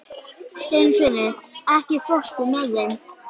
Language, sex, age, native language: Icelandic, female, 11, Icelandic